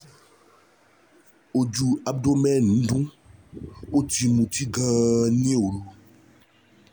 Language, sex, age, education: Yoruba, male, 30-45, tertiary